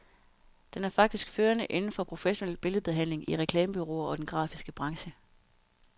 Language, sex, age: Danish, female, 32